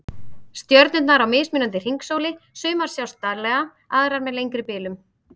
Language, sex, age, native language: Icelandic, female, 30-39, Icelandic